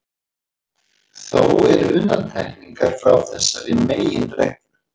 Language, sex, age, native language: Icelandic, male, 40-49, Icelandic